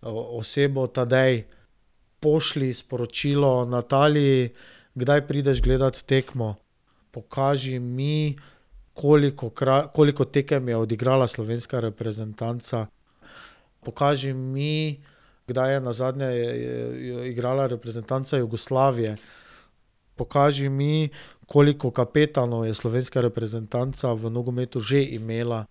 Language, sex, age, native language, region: Slovenian, male, 30-49, Slovenian, Drava region